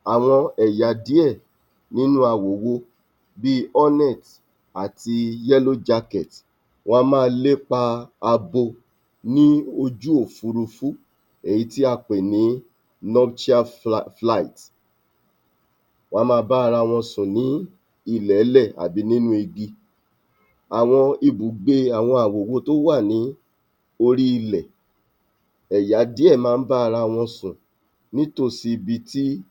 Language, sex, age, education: Yoruba, male, 30-45, tertiary